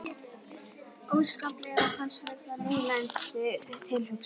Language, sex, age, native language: Icelandic, female, 11, Icelandic